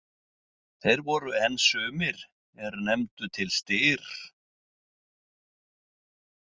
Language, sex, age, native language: Icelandic, male, 60-69, Icelandic